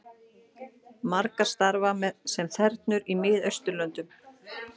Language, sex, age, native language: Icelandic, female, 40-49, Icelandic